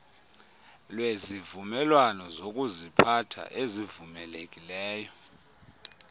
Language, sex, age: Xhosa, male, 30